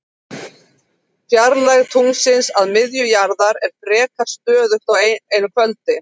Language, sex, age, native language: Icelandic, female, 40-49, Icelandic